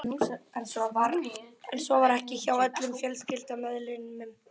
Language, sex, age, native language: Icelandic, male, 12, Icelandic